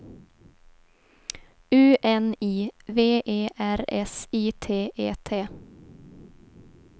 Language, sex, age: Swedish, female, 18